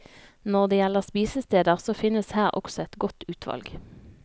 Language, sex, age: Norwegian, female, 32